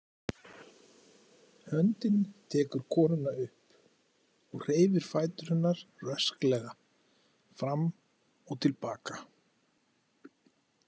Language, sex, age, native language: Icelandic, male, 40-49, Icelandic